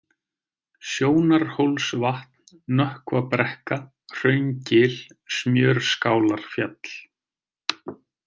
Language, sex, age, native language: Icelandic, male, 30-39, Icelandic